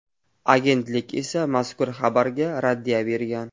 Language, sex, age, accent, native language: Uzbek, male, 25-34, Qashqadaryo, Uzbek